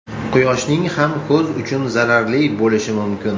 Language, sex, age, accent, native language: Uzbek, male, 35+, Toshkent shahri, Uzbek